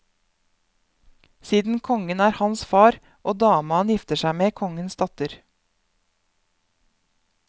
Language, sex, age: Norwegian, female, 31